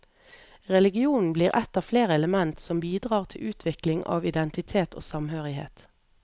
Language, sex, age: Norwegian, female, 38